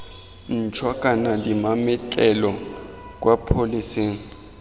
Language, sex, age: Tswana, male, 23